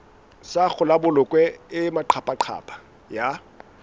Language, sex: Southern Sotho, male